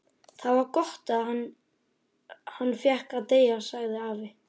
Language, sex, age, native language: Icelandic, male, 12, Icelandic